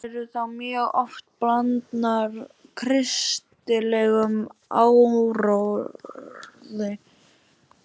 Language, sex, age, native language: Icelandic, male, 12, Icelandic